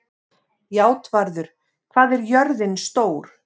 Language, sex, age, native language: Icelandic, female, 50-59, Icelandic